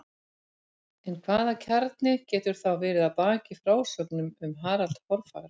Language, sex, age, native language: Icelandic, female, 50-59, Icelandic